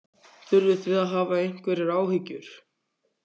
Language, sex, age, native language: Icelandic, male, 14, Icelandic